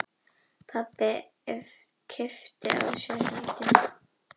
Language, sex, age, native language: Icelandic, female, 18-19, Icelandic